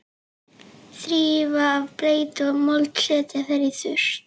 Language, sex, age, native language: Icelandic, female, 11, Icelandic